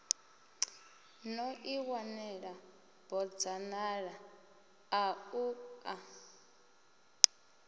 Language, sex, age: Venda, female, 24